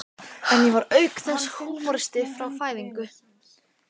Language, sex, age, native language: Icelandic, female, 15, Icelandic